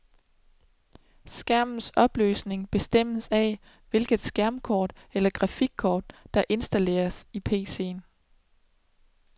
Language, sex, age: Danish, female, 27